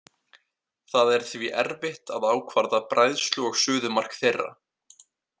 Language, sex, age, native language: Icelandic, male, 18-19, Icelandic